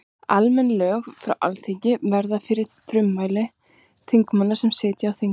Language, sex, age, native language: Icelandic, female, 30-39, Icelandic